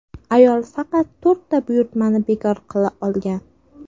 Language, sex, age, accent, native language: Uzbek, female, 18-24, Sirdaryo, Uzbek